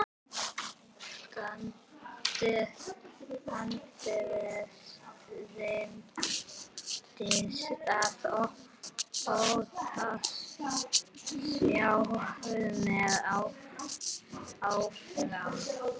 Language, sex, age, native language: Icelandic, female, 11, Icelandic